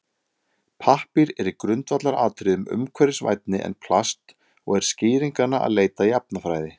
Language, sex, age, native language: Icelandic, male, 30-39, Icelandic